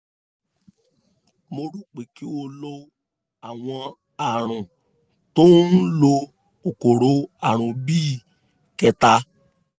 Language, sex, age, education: Yoruba, male, 30-45, tertiary